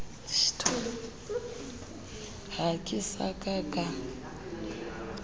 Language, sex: Southern Sotho, female